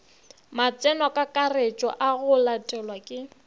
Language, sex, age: Northern Sotho, female, 22